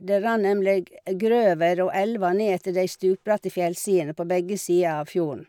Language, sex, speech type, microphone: Norwegian, female, spontaneous, Shure